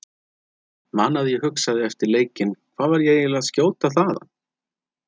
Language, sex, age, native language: Icelandic, male, 30-39, Icelandic